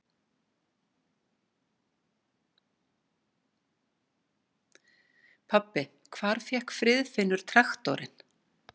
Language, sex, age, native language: Icelandic, female, 60-69, Icelandic